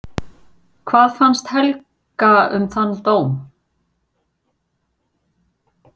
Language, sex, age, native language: Icelandic, female, 40-49, Icelandic